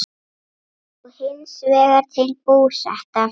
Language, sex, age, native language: Icelandic, female, 8, Icelandic